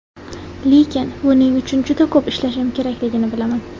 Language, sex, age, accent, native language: Uzbek, female, 19-29, Samarqand, Uzbek